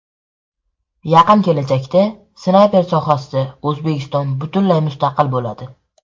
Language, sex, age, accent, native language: Uzbek, male, under 19, Andijon, Uzbek